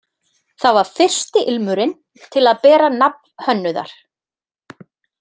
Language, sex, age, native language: Icelandic, female, 30-39, Icelandic